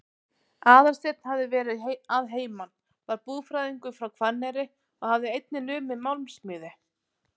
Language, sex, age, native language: Icelandic, female, 30-39, Icelandic